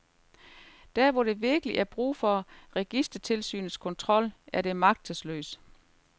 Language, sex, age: Danish, female, 38